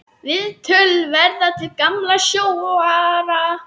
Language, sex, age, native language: Icelandic, female, 10, Icelandic